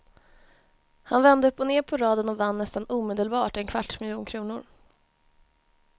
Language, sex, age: Swedish, female, 20